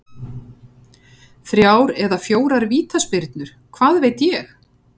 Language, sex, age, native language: Icelandic, female, 50-59, Icelandic